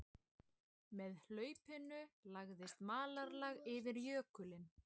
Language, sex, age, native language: Icelandic, female, 20-29, Icelandic